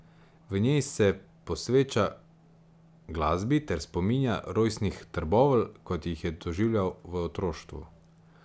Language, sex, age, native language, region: Slovenian, male, 18-29, Slovenian, Savinja region